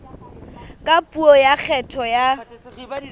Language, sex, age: Southern Sotho, female, 24